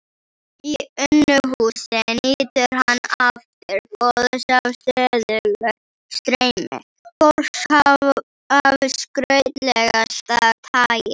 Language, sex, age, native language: Icelandic, female, 18-19, Icelandic